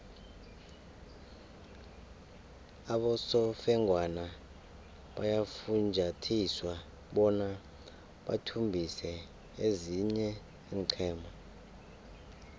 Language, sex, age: South Ndebele, male, 24